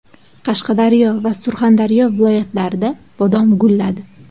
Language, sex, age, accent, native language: Uzbek, female, 18-24, Surxondaryo, Uzbek